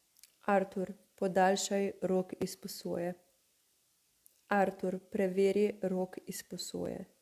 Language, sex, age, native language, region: Slovenian, female, 30-49, Slovenian, Savinja region